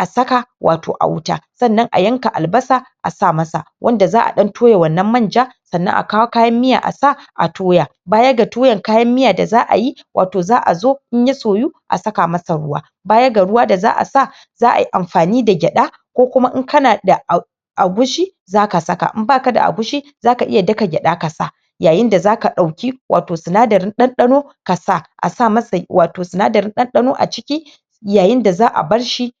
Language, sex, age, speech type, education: Hausa, female, 46-60, spontaneous, tertiary